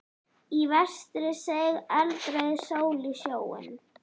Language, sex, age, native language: Icelandic, female, 11, Icelandic